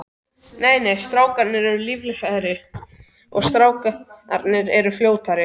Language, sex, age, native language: Icelandic, other, 13, Icelandic